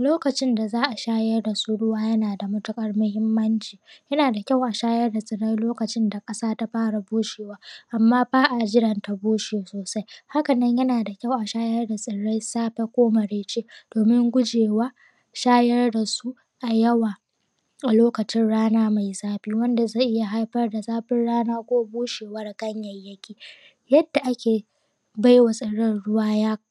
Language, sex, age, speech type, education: Hausa, female, 15-29, spontaneous, primary